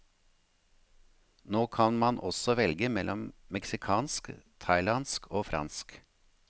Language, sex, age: Norwegian, male, 53